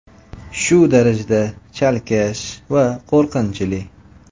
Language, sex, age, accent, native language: Uzbek, male, 25-34, Toshkent viloyati, Uzbek